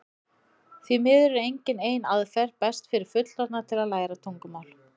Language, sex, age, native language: Icelandic, female, 30-39, Icelandic